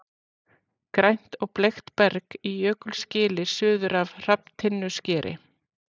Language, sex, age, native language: Icelandic, female, 40-49, Icelandic